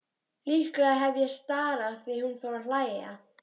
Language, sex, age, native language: Icelandic, female, 13, Icelandic